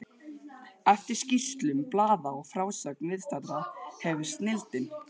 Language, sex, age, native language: Icelandic, male, 12, Icelandic